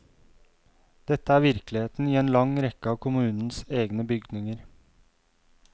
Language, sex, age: Norwegian, male, 32